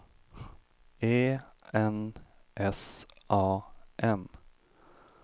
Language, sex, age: Swedish, male, 25